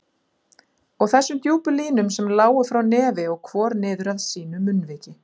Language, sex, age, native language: Icelandic, female, 40-49, Icelandic